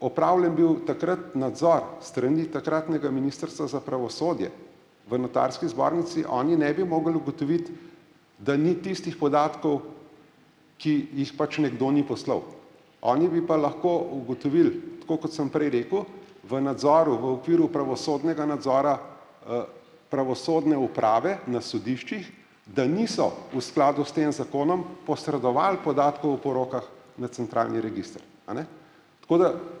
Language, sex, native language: Slovenian, male, Slovenian